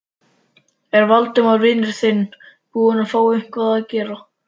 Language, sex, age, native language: Icelandic, male, 13, Icelandic